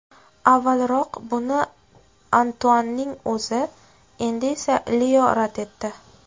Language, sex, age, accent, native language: Uzbek, female, 18-24, Navoiy, Uzbek